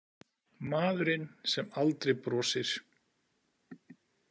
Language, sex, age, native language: Icelandic, male, 40-49, Icelandic